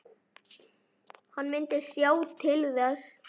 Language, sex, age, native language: Icelandic, male, 9, Icelandic